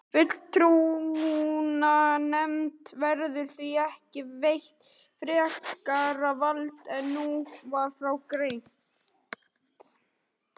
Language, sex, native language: Icelandic, male, Icelandic